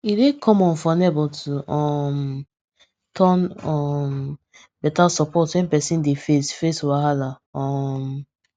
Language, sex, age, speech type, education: Nigerian Pidgin, female, 15-29, spontaneous, secondary